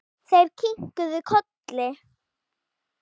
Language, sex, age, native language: Icelandic, female, 8, Icelandic